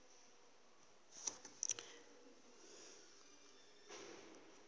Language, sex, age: Northern Sotho, female, 21